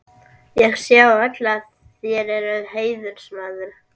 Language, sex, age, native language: Icelandic, male, 11, Icelandic